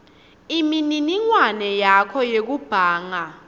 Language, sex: Swati, female